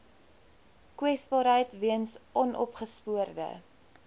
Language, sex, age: Afrikaans, female, 20